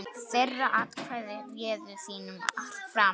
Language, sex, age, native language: Icelandic, female, 9, Icelandic